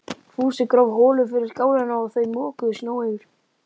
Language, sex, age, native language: Icelandic, male, 11, Icelandic